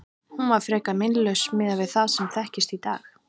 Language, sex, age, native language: Icelandic, female, 30-39, Icelandic